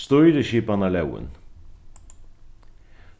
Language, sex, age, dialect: Faroese, male, 36-60, Norðurstreymoy/Eysturoy